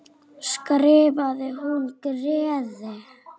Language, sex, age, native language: Icelandic, female, 9, Icelandic